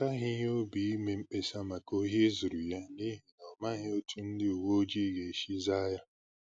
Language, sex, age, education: Igbo, male, 15-29, tertiary